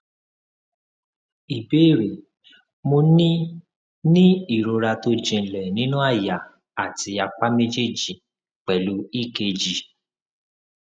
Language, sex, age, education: Yoruba, male, 30-45, tertiary